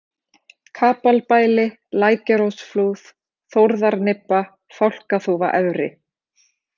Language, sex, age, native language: Icelandic, female, 30-39, Icelandic